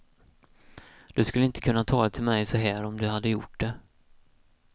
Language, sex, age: Swedish, male, 31